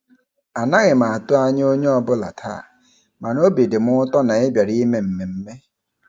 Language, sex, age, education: Igbo, male, 30-45, tertiary